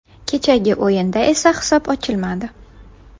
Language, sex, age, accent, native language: Uzbek, female, 19-29, Buxoro, Uzbek